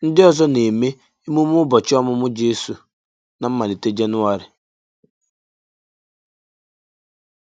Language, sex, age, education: Igbo, male, 15-29, tertiary